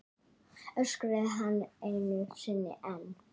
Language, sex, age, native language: Icelandic, male, 9, Icelandic